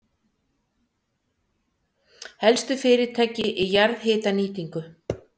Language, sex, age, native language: Icelandic, female, 60-69, Icelandic